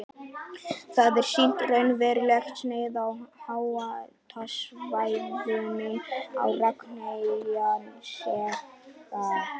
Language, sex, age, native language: Icelandic, male, 11, Icelandic